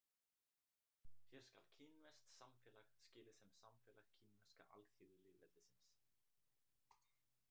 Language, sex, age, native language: Icelandic, male, 18-19, Icelandic